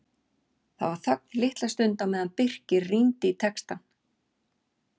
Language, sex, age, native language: Icelandic, female, 40-49, Icelandic